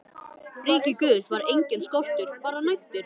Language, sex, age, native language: Icelandic, male, 13, Icelandic